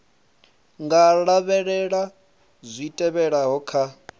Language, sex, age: Venda, male, 25